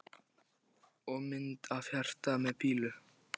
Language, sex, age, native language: Icelandic, male, 14, Icelandic